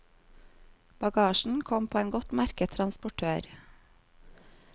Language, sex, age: Norwegian, female, 39